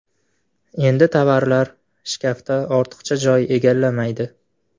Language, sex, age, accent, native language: Uzbek, male, 18-24, Farg'ona, Uzbek